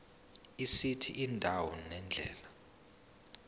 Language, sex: Zulu, male